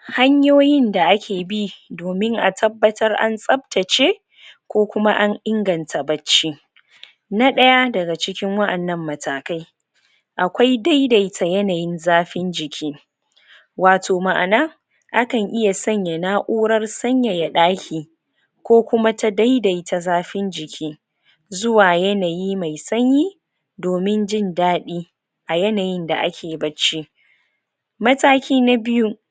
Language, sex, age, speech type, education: Hausa, female, 30-45, spontaneous, tertiary